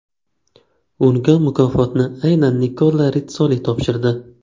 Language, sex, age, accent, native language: Uzbek, male, 25-34, Qashqadaryo, Uzbek